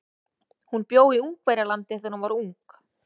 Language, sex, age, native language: Icelandic, female, 30-39, Icelandic